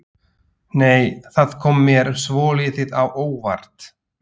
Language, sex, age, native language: Icelandic, male, 40-49, Slovak